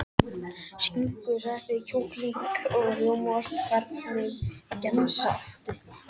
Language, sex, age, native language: Icelandic, male, 12, Icelandic